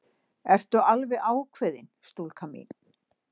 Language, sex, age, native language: Icelandic, female, 60-69, Icelandic